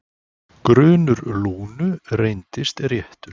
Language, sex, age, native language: Icelandic, male, 40-49, Icelandic